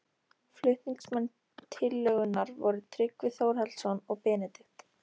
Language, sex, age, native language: Icelandic, female, 13, Icelandic